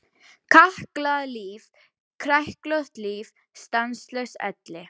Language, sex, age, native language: Icelandic, female, 11, Icelandic